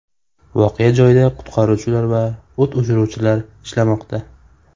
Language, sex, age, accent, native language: Uzbek, male, 18-24, Farg'ona, Uzbek